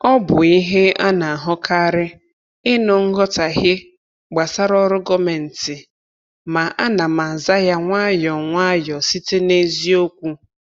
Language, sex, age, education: Igbo, female, 15-29, tertiary